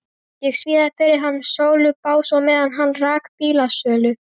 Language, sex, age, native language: Icelandic, male, 12, Icelandic